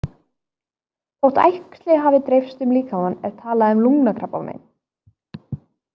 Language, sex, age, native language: Icelandic, female, 20-29, Icelandic